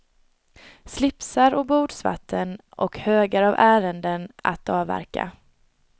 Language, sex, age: Swedish, female, 22